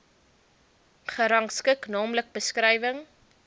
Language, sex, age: Afrikaans, female, 22